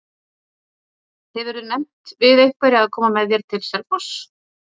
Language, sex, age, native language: Icelandic, female, 40-49, Icelandic